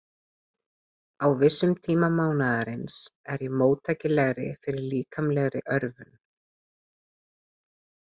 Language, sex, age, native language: Icelandic, female, 30-39, Icelandic